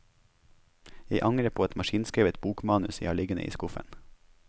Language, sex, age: Norwegian, male, 21